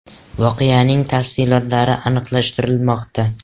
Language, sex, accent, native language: Uzbek, male, Jizzax, Uzbek